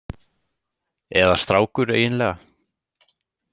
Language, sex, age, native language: Icelandic, male, 18-19, Icelandic